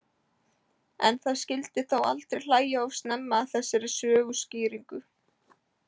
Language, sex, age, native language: Icelandic, female, 18-19, Icelandic